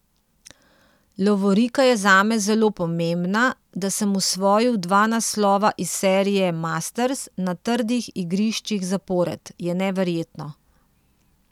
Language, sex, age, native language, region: Slovenian, female, 30-49, Slovenian, Central Slovenia